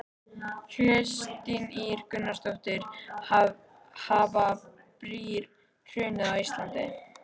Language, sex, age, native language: Icelandic, female, 13, Icelandic